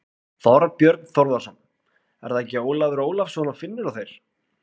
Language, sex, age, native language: Icelandic, male, 20-29, Icelandic